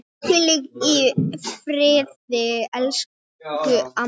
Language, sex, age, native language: Icelandic, male, 9, Icelandic